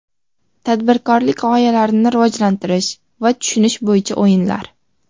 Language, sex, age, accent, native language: Uzbek, female, 12-17, Farg'ona, Uzbek